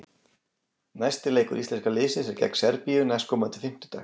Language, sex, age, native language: Icelandic, male, 40-49, Icelandic